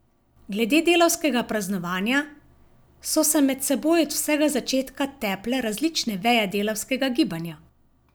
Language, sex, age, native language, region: Slovenian, female, 50-59, Slovenian, Savinja region